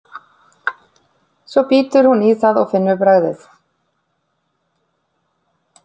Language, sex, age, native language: Icelandic, female, 40-49, Icelandic